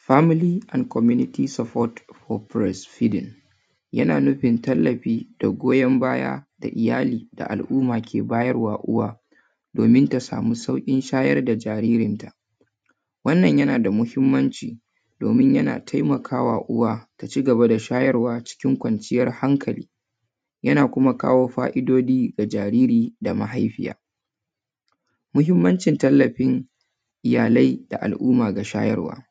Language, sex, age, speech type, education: Hausa, female, 30-45, spontaneous, tertiary